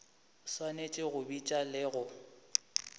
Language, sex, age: Northern Sotho, male, 25